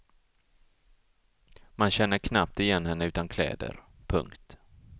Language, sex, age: Swedish, male, 34